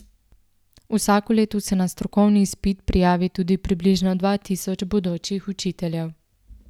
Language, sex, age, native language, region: Slovenian, female, 18-29, Slovenian, Central Slovenia